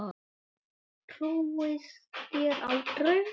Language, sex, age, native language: Icelandic, male, 8, Icelandic